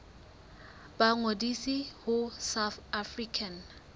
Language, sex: Southern Sotho, female